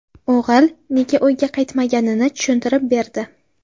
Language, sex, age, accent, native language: Uzbek, female, 18-24, Qashqadaryo, Uzbek